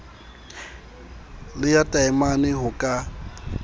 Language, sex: Southern Sotho, male